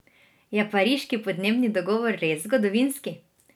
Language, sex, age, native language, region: Slovenian, female, 18-29, Slovenian, Drava region